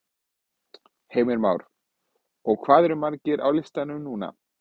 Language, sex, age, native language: Icelandic, male, 20-29, Icelandic